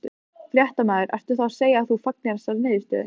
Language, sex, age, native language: Icelandic, female, 15, Icelandic